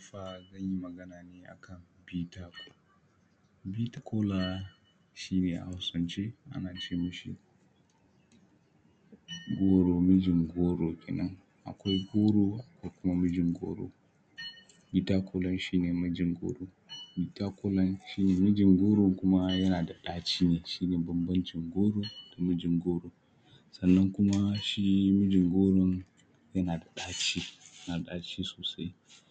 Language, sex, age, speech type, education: Hausa, male, 15-29, spontaneous, primary